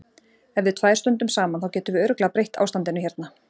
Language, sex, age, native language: Icelandic, female, 40-49, Icelandic